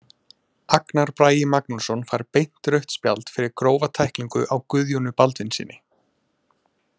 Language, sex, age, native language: Icelandic, male, 20-29, Icelandic